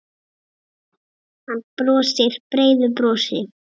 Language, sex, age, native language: Icelandic, female, 7, Icelandic